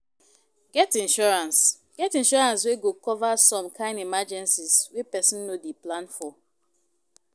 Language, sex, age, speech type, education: Nigerian Pidgin, female, 15-29, spontaneous, tertiary